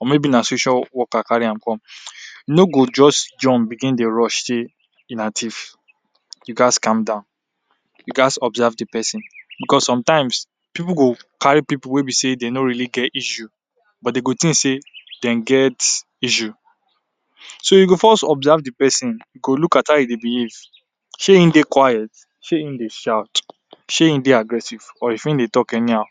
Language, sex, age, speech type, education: Nigerian Pidgin, male, 46-60, spontaneous, tertiary